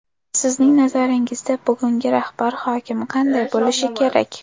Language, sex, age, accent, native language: Uzbek, female, under 19, Toshkent shahri, Uzbek